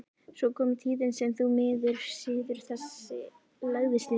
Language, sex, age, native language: Icelandic, female, 11, Icelandic